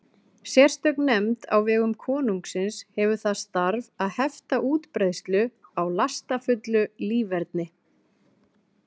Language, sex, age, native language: Icelandic, female, 40-49, Icelandic